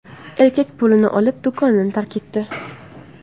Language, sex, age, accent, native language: Uzbek, female, under 19, Qashqadaryo, Uzbek